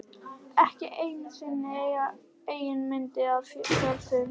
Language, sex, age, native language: Icelandic, female, 11, Icelandic